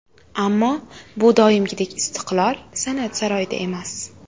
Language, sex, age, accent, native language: Uzbek, female, 18-24, Toshkent shahri, Uzbek